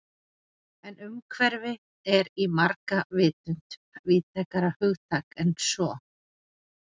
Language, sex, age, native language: Icelandic, female, 40-49, Icelandic